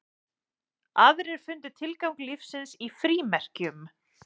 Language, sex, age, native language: Icelandic, male, 11, Icelandic